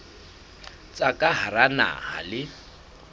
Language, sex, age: Southern Sotho, male, 21